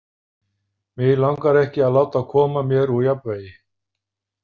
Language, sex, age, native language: Icelandic, male, 50-59, Icelandic